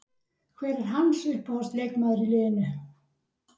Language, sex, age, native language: Icelandic, female, 60-69, Icelandic